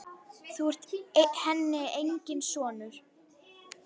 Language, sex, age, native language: Icelandic, female, 10, Icelandic